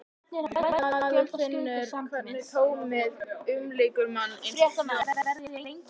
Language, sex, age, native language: Icelandic, female, 15, Icelandic